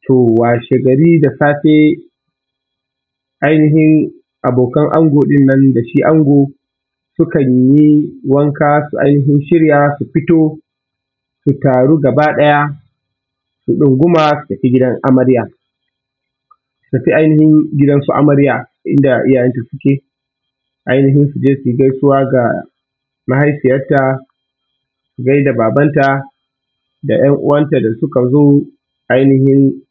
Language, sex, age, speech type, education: Hausa, male, 15-29, spontaneous, tertiary